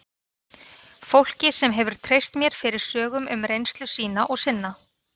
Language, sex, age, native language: Icelandic, female, 30-39, Icelandic